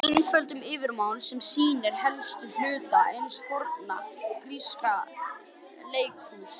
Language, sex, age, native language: Icelandic, female, 50-59, Icelandic